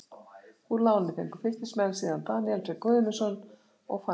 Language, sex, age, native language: Icelandic, female, 60-69, Icelandic